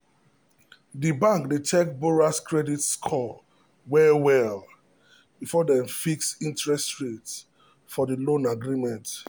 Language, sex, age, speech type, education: Nigerian Pidgin, male, 30-45, spontaneous, tertiary